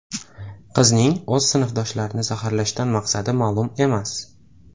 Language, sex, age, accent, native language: Uzbek, male, 18-24, Toshkent viloyati, Uzbek